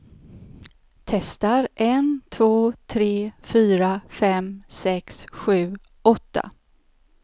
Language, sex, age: Swedish, female, 54